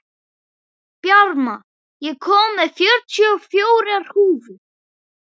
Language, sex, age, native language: Icelandic, male, 11, Icelandic